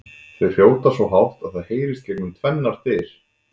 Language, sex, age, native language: Icelandic, male, 20-29, Icelandic